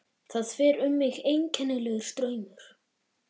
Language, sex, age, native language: Icelandic, male, 11, Icelandic